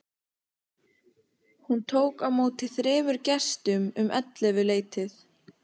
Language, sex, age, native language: Icelandic, female, 15, Icelandic